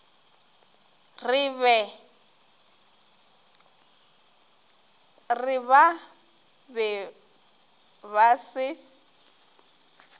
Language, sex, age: Northern Sotho, female, 21